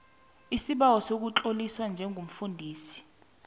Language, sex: South Ndebele, female